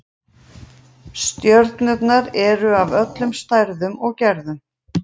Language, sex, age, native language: Icelandic, female, 40-49, Icelandic